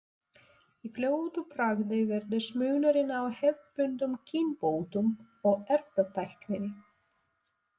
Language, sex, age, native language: Icelandic, female, 20-29, Russian